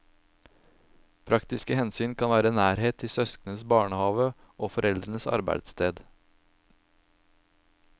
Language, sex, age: Norwegian, male, 27